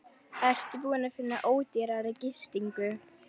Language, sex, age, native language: Icelandic, female, 11, Icelandic